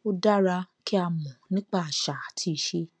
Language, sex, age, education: Yoruba, female, 30-45, tertiary